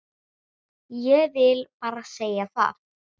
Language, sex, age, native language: Icelandic, female, 9, Icelandic